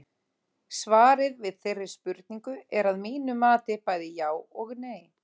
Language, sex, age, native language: Icelandic, female, 30-39, Icelandic